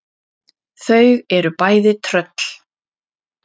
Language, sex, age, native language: Icelandic, female, 30-39, Icelandic